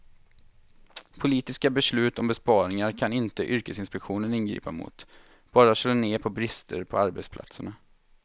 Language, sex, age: Swedish, male, 23